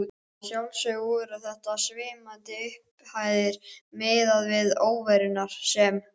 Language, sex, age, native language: Icelandic, male, 12, Icelandic